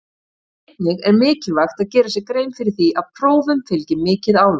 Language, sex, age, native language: Icelandic, female, 50-59, Icelandic